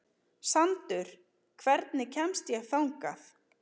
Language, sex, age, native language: Icelandic, female, 30-39, Icelandic